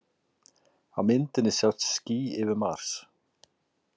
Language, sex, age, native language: Icelandic, male, 40-49, Icelandic